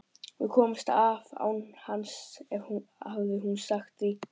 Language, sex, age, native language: Icelandic, male, 12, Icelandic